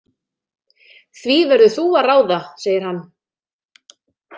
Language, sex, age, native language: Icelandic, female, 30-39, Icelandic